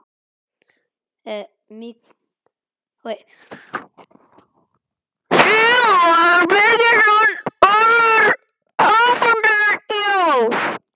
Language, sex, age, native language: Icelandic, male, 12, Icelandic